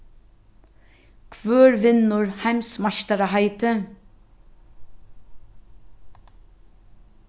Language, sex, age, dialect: Faroese, female, 36-60, Norðurstreymoy/Eysturoy